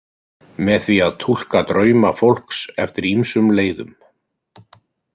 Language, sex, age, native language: Icelandic, male, 50-59, Icelandic